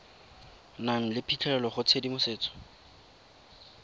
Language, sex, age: Tswana, male, 22